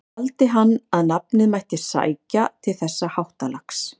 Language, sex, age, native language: Icelandic, female, 50-59, Icelandic